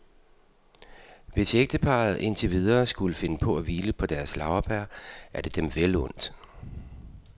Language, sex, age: Danish, male, 52